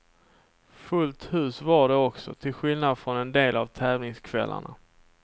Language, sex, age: Swedish, male, 27